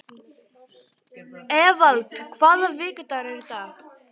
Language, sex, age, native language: Icelandic, female, 13, Icelandic